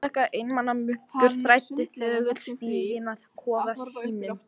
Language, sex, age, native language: Icelandic, female, 14, English